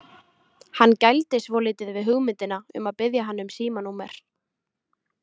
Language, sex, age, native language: Icelandic, female, 20-29, Icelandic